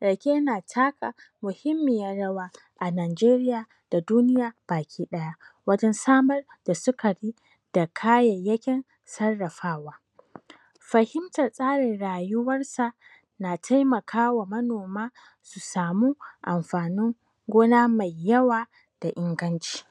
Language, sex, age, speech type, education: Hausa, female, 30-45, spontaneous, tertiary